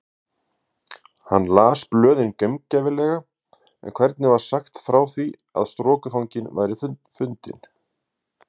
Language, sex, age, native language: Icelandic, male, 50-59, Icelandic